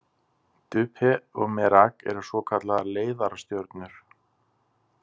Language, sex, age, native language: Icelandic, male, 30-39, Icelandic